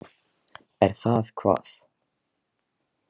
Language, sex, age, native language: Icelandic, male, 18-19, Icelandic